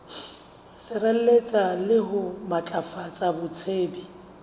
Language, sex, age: Southern Sotho, female, 35